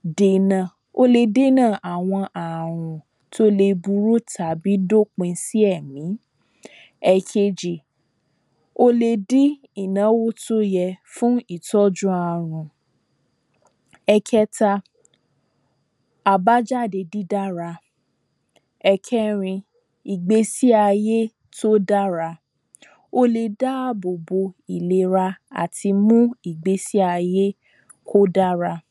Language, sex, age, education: Yoruba, female, 15-29, tertiary